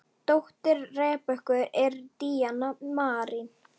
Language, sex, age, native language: Icelandic, female, 10, Icelandic